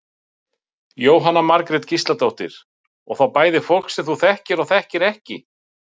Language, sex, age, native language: Icelandic, male, 50-59, Icelandic